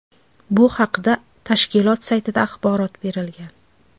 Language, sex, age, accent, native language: Uzbek, female, 25-34, Farg'ona, Uzbek